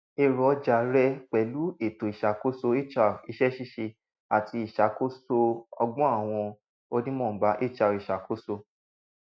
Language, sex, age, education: Yoruba, male, 15-29, tertiary